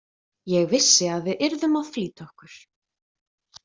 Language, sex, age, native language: Icelandic, female, 20-29, Icelandic